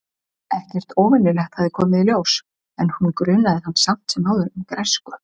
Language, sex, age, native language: Icelandic, male, 40-49, Icelandic